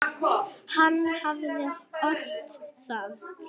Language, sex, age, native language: Icelandic, female, 8, Icelandic